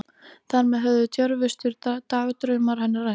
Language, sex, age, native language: Icelandic, female, 13, Icelandic